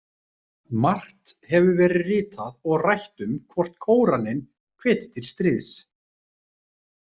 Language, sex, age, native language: Icelandic, male, 30-39, Icelandic